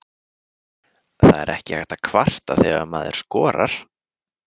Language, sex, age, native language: Icelandic, male, 20-29, Icelandic